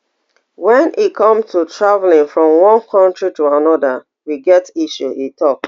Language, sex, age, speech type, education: Nigerian Pidgin, female, 30-45, spontaneous, tertiary